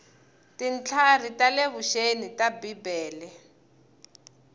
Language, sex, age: Tsonga, female, 20